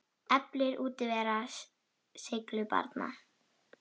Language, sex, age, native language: Icelandic, female, 10, Icelandic